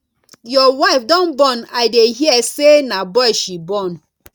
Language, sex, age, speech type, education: Nigerian Pidgin, female, 30-45, spontaneous, tertiary